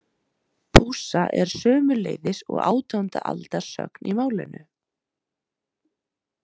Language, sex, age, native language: Icelandic, female, 30-39, Icelandic